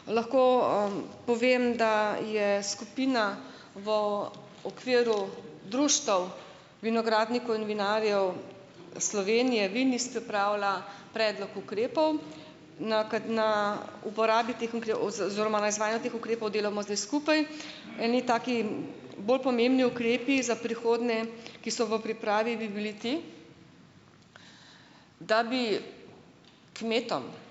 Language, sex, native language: Slovenian, female, Slovenian